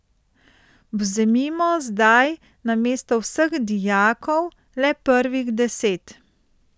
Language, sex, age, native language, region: Slovenian, female, 30-49, Slovenian, Central Slovenia